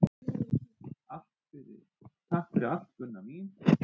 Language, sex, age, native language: Icelandic, male, 8, Icelandic